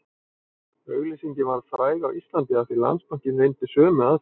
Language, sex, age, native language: Icelandic, male, 40-49, Icelandic